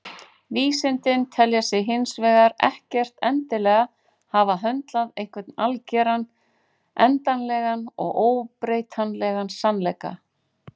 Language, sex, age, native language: Icelandic, female, 40-49, Icelandic